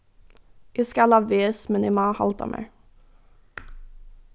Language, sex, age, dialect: Faroese, female, 15-35, Norðuroyggjar